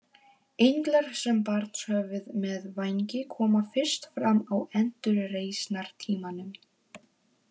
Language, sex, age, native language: Icelandic, female, 18-19, Polish